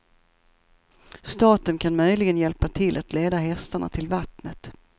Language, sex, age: Swedish, female, 54